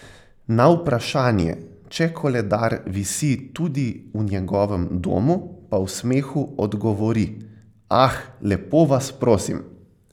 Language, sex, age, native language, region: Slovenian, male, 18-29, Slovenian, Central Slovenia